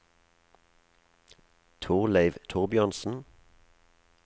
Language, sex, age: Norwegian, male, 37